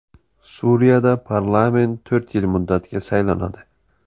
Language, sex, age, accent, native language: Uzbek, male, 18-24, Buxoro, Uzbek